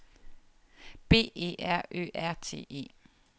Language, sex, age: Danish, female, 30